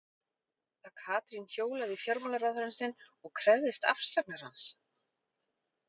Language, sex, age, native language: Icelandic, female, 40-49, Icelandic